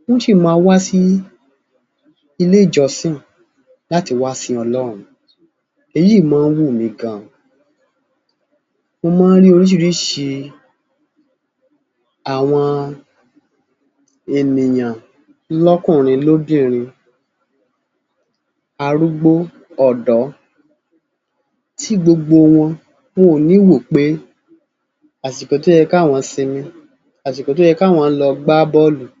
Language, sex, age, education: Yoruba, male, 30-45, tertiary